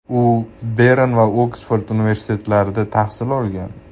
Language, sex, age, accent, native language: Uzbek, male, 18-24, Andijon, Uzbek